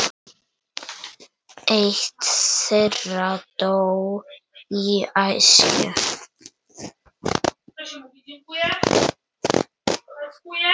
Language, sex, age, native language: Icelandic, male, 9, Icelandic